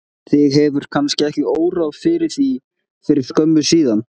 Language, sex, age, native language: Icelandic, male, 20-29, Icelandic